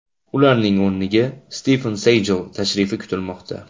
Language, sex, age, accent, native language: Uzbek, male, 25-34, Andijon, Uzbek